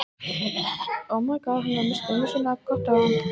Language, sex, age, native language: Icelandic, female, 20-29, Icelandic